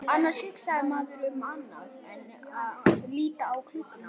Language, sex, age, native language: Icelandic, male, 11, Icelandic